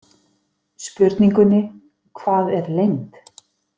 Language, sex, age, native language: Icelandic, female, 50-59, Icelandic